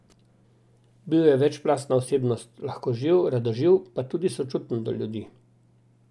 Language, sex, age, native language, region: Slovenian, male, 60+, Slovenian, Drava region